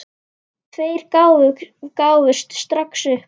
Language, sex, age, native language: Icelandic, female, 10, Icelandic